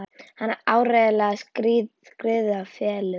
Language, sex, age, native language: Icelandic, female, 11, Icelandic